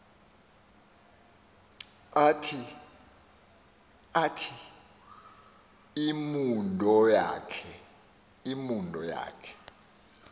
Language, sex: Xhosa, male